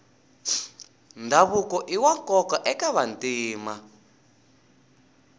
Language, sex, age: Tsonga, male, 20